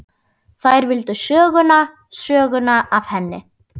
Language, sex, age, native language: Icelandic, female, 12, Icelandic